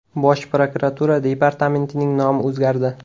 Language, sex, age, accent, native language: Uzbek, male, 18-24, Qashqadaryo, Uzbek